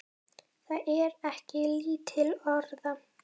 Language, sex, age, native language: Icelandic, female, 10, Icelandic